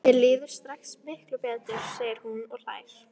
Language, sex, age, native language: Icelandic, female, 13, Icelandic